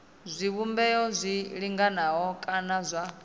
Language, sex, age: Venda, female, 26